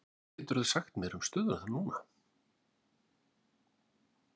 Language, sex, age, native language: Icelandic, male, 40-49, Icelandic